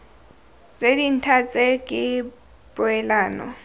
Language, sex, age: Tswana, female, 18